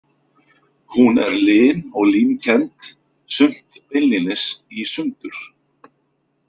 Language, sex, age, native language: Icelandic, male, 50-59, Icelandic